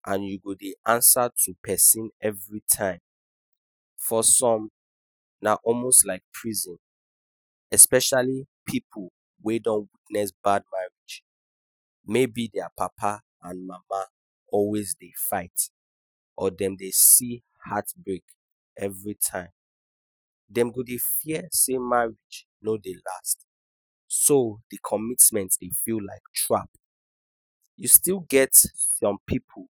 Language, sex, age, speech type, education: Nigerian Pidgin, male, 15-29, spontaneous, tertiary